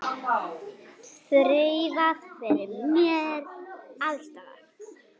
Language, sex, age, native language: Icelandic, male, 8, Icelandic